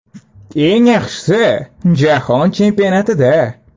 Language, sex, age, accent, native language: Uzbek, male, 18-24, Andijon, Uzbek